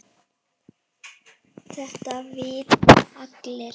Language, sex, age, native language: Icelandic, male, 10, Icelandic